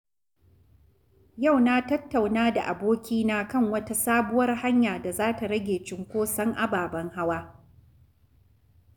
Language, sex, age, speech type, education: Hausa, female, 46-60, read, tertiary